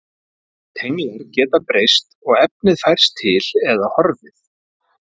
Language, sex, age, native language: Icelandic, male, 40-49, Icelandic